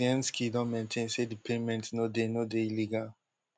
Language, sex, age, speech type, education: Nigerian Pidgin, male, 15-29, spontaneous, tertiary